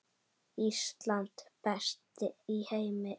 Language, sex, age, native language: Icelandic, male, 10, Icelandic